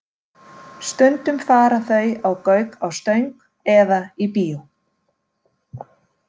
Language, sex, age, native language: Icelandic, female, 40-49, Icelandic